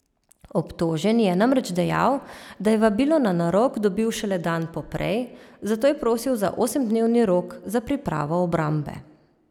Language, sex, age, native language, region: Slovenian, female, 30-49, Slovenian, Savinja region